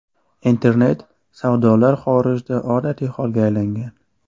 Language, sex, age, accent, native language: Uzbek, male, 18-24, Toshkent viloyati, Uzbek